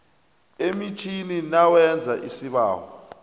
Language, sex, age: South Ndebele, male, 29